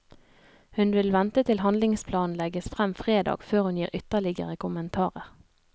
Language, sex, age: Norwegian, female, 32